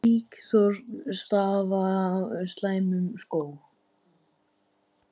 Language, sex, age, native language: Icelandic, male, 10, Icelandic